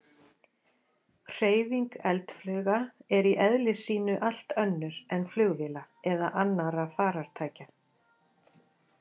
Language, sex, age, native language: Icelandic, female, 40-49, Icelandic